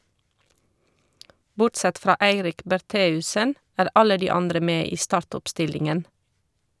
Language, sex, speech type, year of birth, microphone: Norwegian, female, read, 1978, Shure